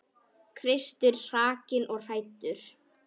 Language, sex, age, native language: Icelandic, female, 10, Icelandic